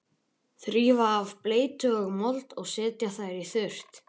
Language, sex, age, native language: Icelandic, male, 11, Icelandic